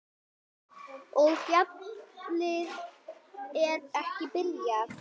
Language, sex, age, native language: Icelandic, female, 9, Icelandic